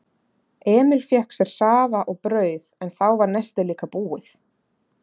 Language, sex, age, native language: Icelandic, female, 30-39, Icelandic